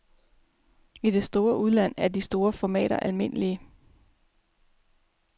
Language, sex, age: Danish, female, 33